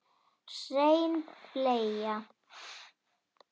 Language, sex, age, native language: Icelandic, female, 10, Icelandic